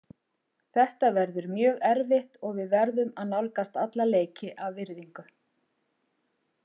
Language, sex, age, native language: Icelandic, female, 50-59, Icelandic